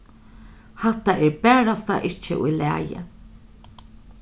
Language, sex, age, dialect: Faroese, female, 36-60, Norðurstreymoy/Eysturoy